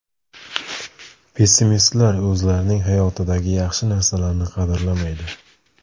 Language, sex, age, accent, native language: Uzbek, male, 25-34, Samarqand, Uzbek